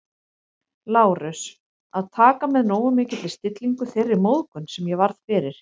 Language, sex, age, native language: Icelandic, female, 30-39, Icelandic